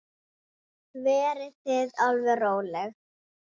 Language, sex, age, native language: Icelandic, female, 8, Icelandic